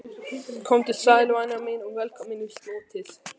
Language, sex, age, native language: Icelandic, male, 11, Icelandic